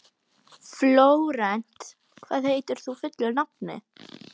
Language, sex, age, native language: Icelandic, female, 12, Icelandic